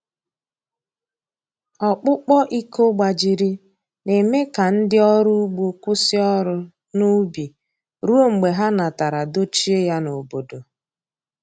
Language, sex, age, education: Igbo, female, 30-45, tertiary